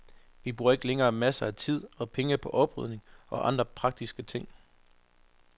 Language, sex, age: Danish, male, 25